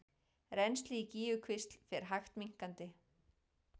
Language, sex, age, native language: Icelandic, female, 40-49, Icelandic